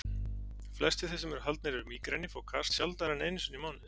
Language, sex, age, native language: Icelandic, male, 40-49, Icelandic